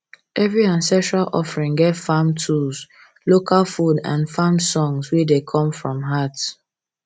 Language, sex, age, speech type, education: Nigerian Pidgin, female, 15-29, spontaneous, secondary